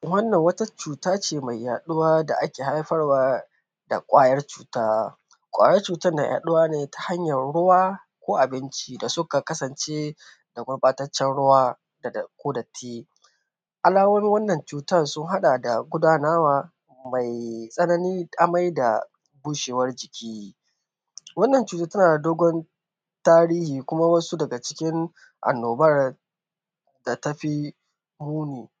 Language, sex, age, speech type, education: Hausa, male, 15-29, spontaneous, tertiary